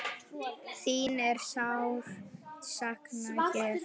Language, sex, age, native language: Icelandic, female, 9, Icelandic